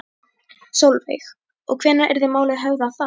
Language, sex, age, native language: Icelandic, female, 11, Icelandic